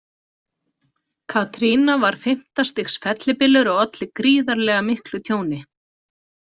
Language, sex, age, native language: Icelandic, female, 40-49, Icelandic